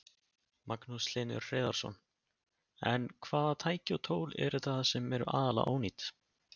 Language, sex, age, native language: Icelandic, male, 20-29, Icelandic